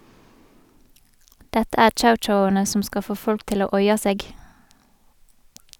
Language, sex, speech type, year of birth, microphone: Norwegian, female, read, 1985, Sennheiser